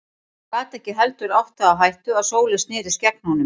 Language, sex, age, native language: Icelandic, female, 40-49, Icelandic